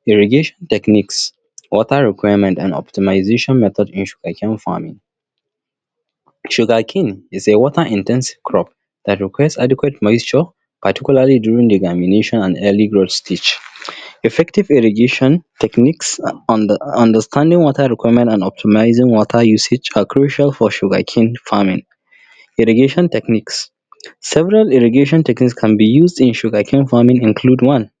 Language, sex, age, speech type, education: Hausa, male, 30-45, spontaneous, tertiary